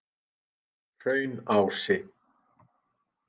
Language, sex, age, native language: Icelandic, male, 50-59, Icelandic